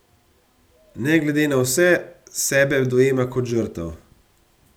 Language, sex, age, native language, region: Slovenian, male, 30-49, Slovenian, Gorenjska region